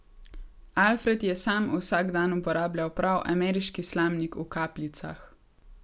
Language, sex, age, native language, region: Slovenian, female, 18-29, Slovenian, Gorenjska region